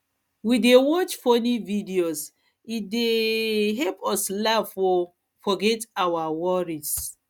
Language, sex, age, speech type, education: Nigerian Pidgin, female, 30-45, spontaneous, tertiary